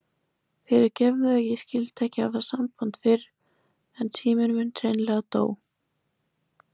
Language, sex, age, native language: Icelandic, female, 20-29, Icelandic